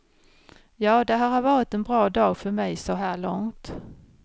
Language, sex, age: Swedish, female, 53